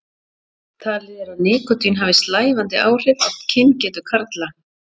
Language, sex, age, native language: Icelandic, female, 40-49, Icelandic